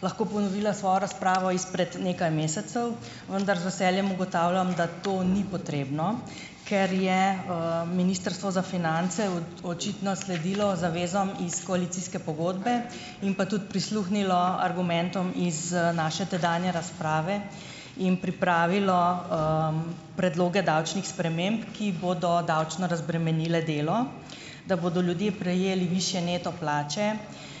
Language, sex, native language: Slovenian, female, Slovenian